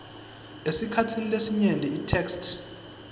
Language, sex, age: Swati, male, 22